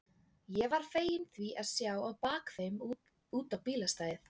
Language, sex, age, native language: Icelandic, female, 20-29, Icelandic